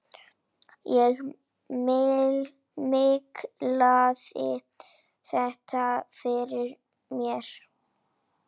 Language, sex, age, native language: Icelandic, female, 9, Icelandic